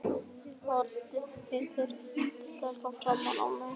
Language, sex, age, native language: Icelandic, male, 11, Icelandic